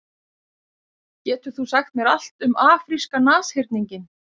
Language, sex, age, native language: Icelandic, female, 50-59, Icelandic